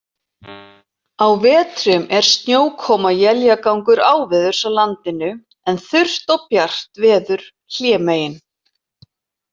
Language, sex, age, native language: Icelandic, female, 40-49, Icelandic